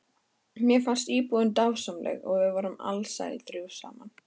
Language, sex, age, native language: Icelandic, female, 13, Icelandic